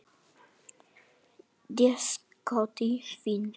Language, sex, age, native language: Icelandic, male, 9, Icelandic